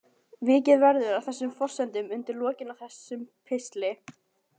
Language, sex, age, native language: Icelandic, female, 18-19, Icelandic